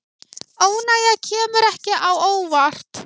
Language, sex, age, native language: Icelandic, other, 18-19, Icelandic